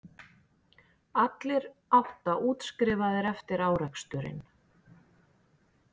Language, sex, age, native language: Icelandic, female, 40-49, Icelandic